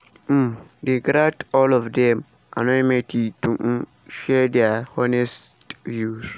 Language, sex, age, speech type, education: Nigerian Pidgin, male, 15-29, spontaneous, secondary